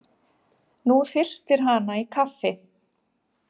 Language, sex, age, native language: Icelandic, female, 50-59, Icelandic